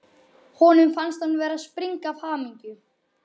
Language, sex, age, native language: Icelandic, male, 11, Icelandic